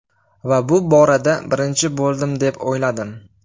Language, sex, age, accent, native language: Uzbek, male, 18-24, Farg'ona, Uzbek